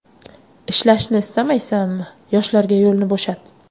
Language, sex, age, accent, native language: Uzbek, female, 25-34, Qashqadaryo, Uzbek